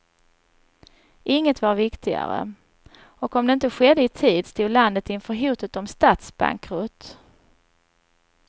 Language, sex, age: Swedish, female, 39